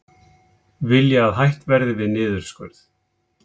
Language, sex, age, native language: Icelandic, male, 50-59, Icelandic